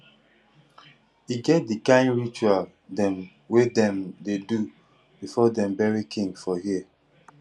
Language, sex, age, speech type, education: Nigerian Pidgin, male, 15-29, spontaneous, tertiary